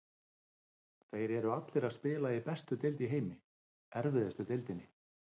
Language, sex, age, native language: Icelandic, male, 50-59, Icelandic